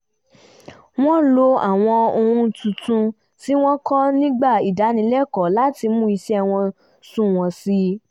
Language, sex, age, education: Yoruba, female, 15-29, tertiary